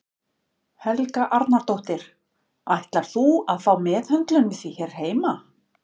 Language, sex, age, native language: Icelandic, female, 50-59, Icelandic